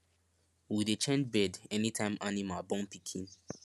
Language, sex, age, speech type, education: Nigerian Pidgin, male, 15-29, spontaneous, secondary